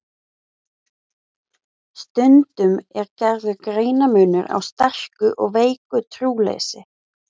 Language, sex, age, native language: Icelandic, female, 20-29, Icelandic